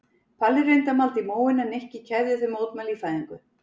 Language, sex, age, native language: Icelandic, female, 40-49, Icelandic